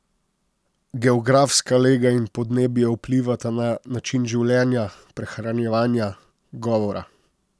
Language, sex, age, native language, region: Slovenian, male, 30-49, Slovenian, Posavska region